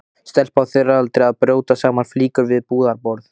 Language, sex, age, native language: Icelandic, male, 15, Icelandic